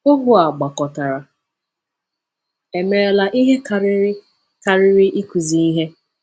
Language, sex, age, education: Igbo, female, 15-29, tertiary